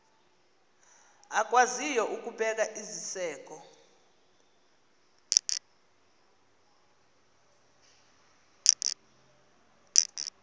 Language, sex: Xhosa, female